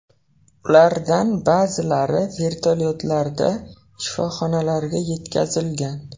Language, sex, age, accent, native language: Uzbek, male, 18-24, Jizzax, Uzbek